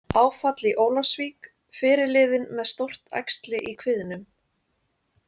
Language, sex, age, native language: Icelandic, female, 30-39, Icelandic